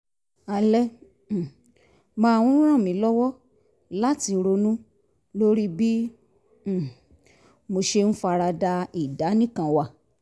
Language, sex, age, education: Yoruba, female, 30-45, tertiary